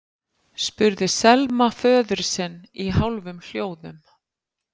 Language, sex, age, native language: Icelandic, female, 50-59, Icelandic